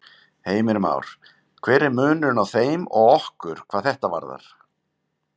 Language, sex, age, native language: Icelandic, male, 50-59, Icelandic